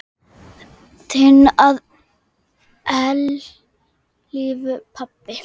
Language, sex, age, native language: Icelandic, female, 8, Icelandic